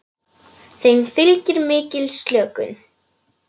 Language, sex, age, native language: Icelandic, male, 9, Polish